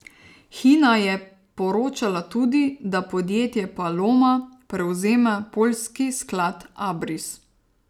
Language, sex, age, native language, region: Slovenian, female, 30-49, Slovenian, Savinja region